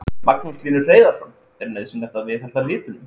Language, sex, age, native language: Icelandic, male, 20-29, Icelandic